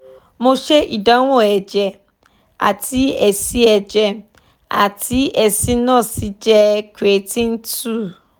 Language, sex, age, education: Yoruba, female, 15-29, tertiary